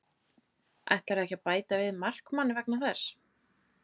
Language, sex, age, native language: Icelandic, female, 30-39, Icelandic